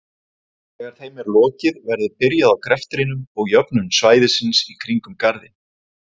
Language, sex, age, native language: Icelandic, male, 40-49, Icelandic